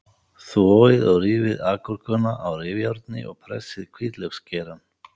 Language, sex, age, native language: Icelandic, male, 50-59, Icelandic